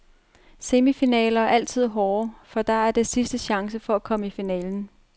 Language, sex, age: Danish, female, 30